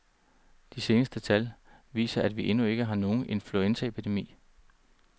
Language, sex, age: Danish, male, 39